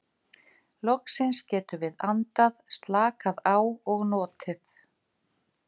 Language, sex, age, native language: Icelandic, female, 50-59, Icelandic